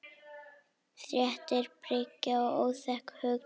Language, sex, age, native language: Icelandic, female, 9, Icelandic